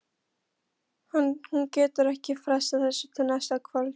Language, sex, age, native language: Icelandic, female, 13, Polish